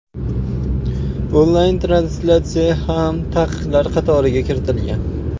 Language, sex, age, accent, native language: Uzbek, male, 25-34, Farg'ona, Uzbek